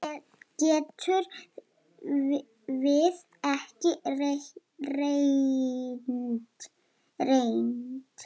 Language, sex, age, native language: Icelandic, female, 7, Lithuanian